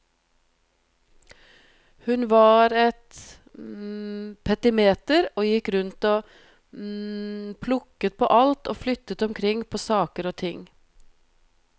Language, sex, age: Norwegian, female, 42